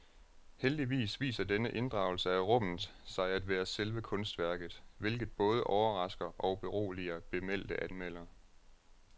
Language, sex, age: Danish, male, 36